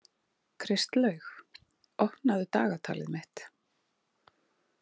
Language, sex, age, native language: Icelandic, female, 30-39, Icelandic